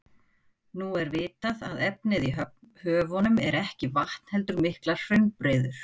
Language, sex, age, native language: Icelandic, female, 50-59, Icelandic